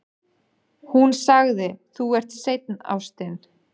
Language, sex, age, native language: Icelandic, male, 12, Danish